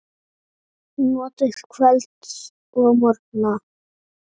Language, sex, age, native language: Icelandic, female, 7, Icelandic